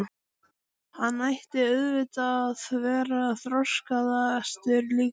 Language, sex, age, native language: Icelandic, male, 12, Icelandic